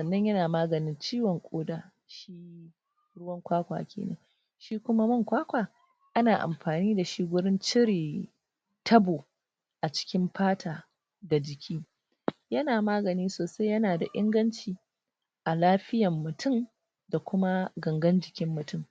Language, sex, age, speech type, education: Hausa, female, 46-60, spontaneous, tertiary